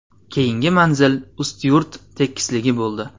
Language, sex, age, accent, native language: Uzbek, male, 19-29, Namangan, Uzbek